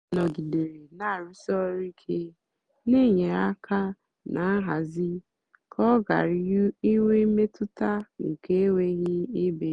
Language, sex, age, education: Igbo, female, 15-29, tertiary